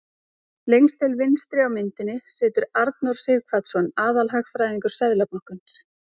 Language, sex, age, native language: Icelandic, female, 30-39, Icelandic